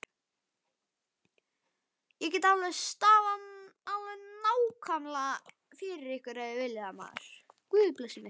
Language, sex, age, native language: Icelandic, male, 11, Icelandic